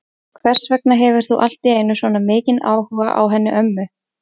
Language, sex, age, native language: Icelandic, female, 20-29, Icelandic